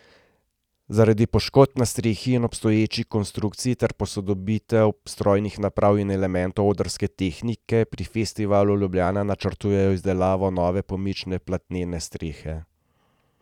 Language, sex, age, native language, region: Slovenian, male, 30-49, Slovenian, Gorenjska region